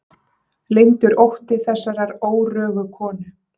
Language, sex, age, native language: Icelandic, female, 30-39, Icelandic